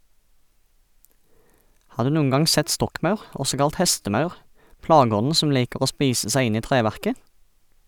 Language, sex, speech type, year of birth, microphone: Norwegian, male, read, 1989, Sennheiser